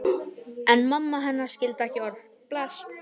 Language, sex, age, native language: Icelandic, male, 12, Icelandic